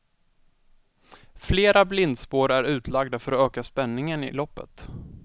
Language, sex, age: Swedish, male, 20